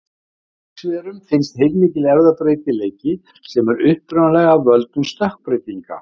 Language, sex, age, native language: Icelandic, male, 50-59, Icelandic